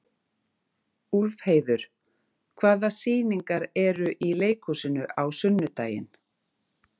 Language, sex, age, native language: Icelandic, female, 30-39, Icelandic